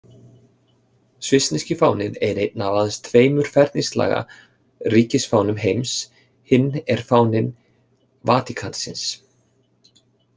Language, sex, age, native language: Icelandic, male, 30-39, Icelandic